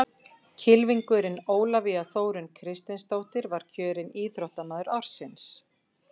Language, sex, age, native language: Icelandic, female, 50-59, Icelandic